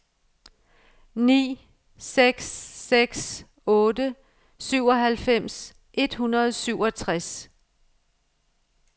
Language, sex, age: Danish, female, 55